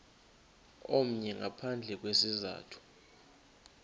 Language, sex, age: Xhosa, male, 21